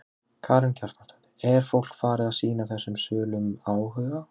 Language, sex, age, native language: Icelandic, male, 20-29, Icelandic